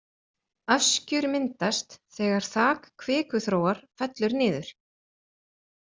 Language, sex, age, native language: Icelandic, female, 40-49, Icelandic